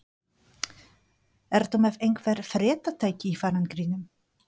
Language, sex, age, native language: Icelandic, female, 40-49, Polish